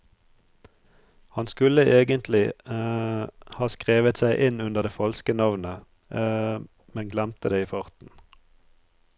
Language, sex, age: Norwegian, male, 34